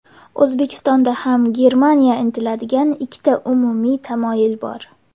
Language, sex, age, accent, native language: Uzbek, female, 19-29, Samarqand, Uzbek